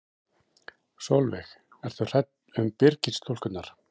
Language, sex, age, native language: Icelandic, male, 40-49, Icelandic